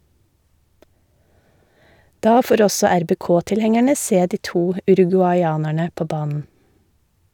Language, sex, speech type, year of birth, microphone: Norwegian, female, read, 1972, Shure